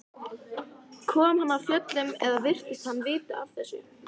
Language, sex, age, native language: Icelandic, female, 14, Icelandic